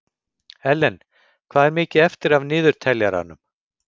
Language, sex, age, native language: Icelandic, male, 50-59, Icelandic